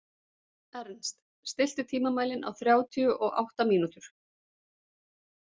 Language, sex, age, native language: Icelandic, female, 40-49, Icelandic